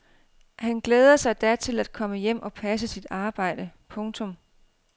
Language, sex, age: Danish, female, 32